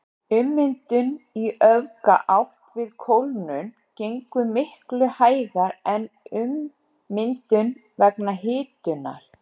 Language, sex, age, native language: Icelandic, female, 60-69, Icelandic